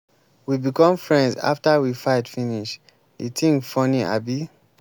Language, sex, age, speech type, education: Nigerian Pidgin, male, 15-29, spontaneous, tertiary